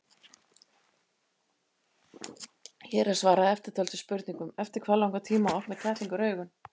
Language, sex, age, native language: Icelandic, female, 80-89, Icelandic